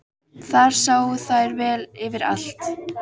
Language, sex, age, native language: Icelandic, female, 14, Icelandic